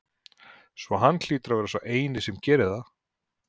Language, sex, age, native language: Icelandic, male, 40-49, Icelandic